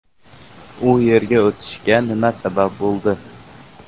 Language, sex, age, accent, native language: Uzbek, male, 12-17, Andijon, Uzbek